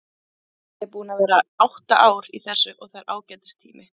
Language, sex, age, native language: Icelandic, female, 30-39, Icelandic